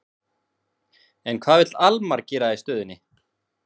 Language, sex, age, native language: Icelandic, male, 20-29, Icelandic